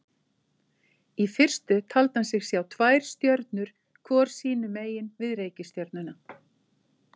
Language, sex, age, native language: Icelandic, female, 50-59, Icelandic